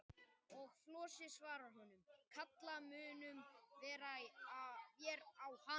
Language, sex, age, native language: Icelandic, male, 18-19, Icelandic